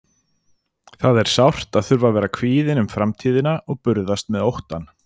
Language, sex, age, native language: Icelandic, male, 40-49, Icelandic